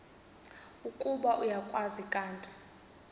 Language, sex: Xhosa, female